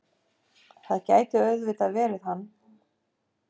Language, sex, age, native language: Icelandic, female, 50-59, Icelandic